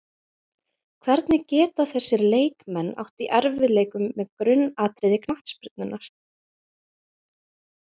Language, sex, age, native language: Icelandic, female, 20-29, Icelandic